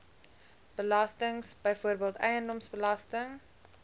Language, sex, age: Afrikaans, female, 20